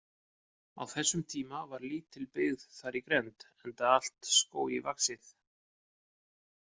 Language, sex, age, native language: Icelandic, male, 50-59, Icelandic